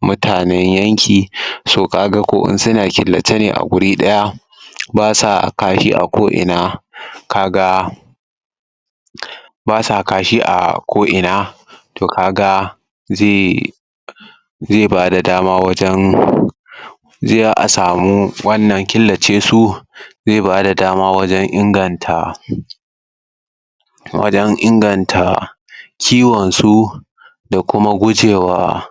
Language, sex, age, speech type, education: Hausa, male, 15-29, spontaneous, tertiary